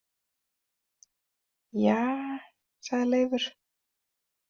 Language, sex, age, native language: Icelandic, female, 30-39, Icelandic